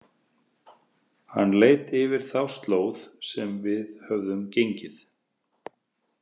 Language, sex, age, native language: Icelandic, male, 30-39, Icelandic